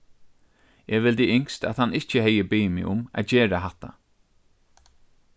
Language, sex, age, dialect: Faroese, male, 36-60, Norðurstreymoy/Eysturoy